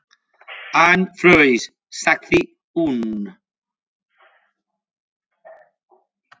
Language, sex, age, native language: Icelandic, male, 5, Spanish